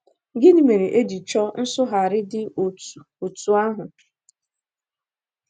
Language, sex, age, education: Igbo, female, 15-29, tertiary